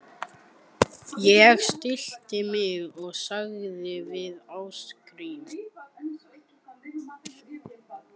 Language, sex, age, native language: Icelandic, male, 14, Icelandic